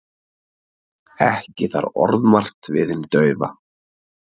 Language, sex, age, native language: Icelandic, male, 30-39, Icelandic